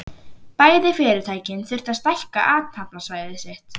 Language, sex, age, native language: Icelandic, female, 11, Icelandic